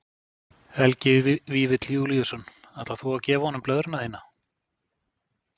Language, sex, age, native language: Icelandic, male, 40-49, Icelandic